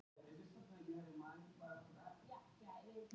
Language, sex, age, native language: Icelandic, female, 40-49, Icelandic